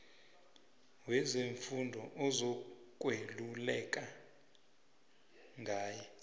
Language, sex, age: South Ndebele, male, 20